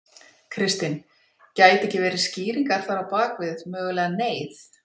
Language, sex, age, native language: Icelandic, female, 40-49, Icelandic